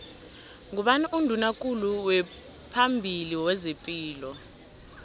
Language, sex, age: South Ndebele, female, 19